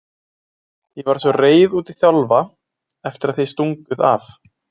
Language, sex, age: Icelandic, male, 20-29